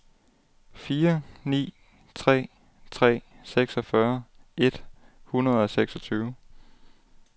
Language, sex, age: Danish, male, 18